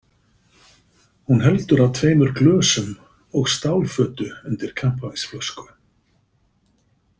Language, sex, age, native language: Icelandic, male, 50-59, Icelandic